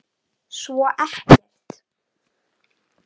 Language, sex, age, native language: Icelandic, male, 9, Icelandic